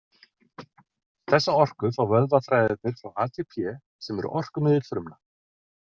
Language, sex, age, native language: Icelandic, male, 40-49, Icelandic